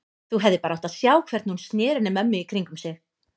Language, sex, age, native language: Icelandic, female, 30-39, Icelandic